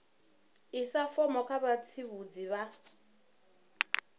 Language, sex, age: Venda, female, 34